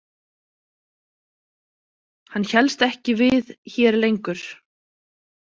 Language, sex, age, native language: Icelandic, female, 30-39, Icelandic